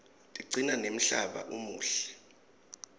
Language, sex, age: Swati, male, 21